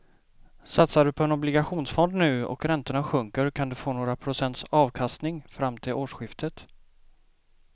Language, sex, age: Swedish, male, 28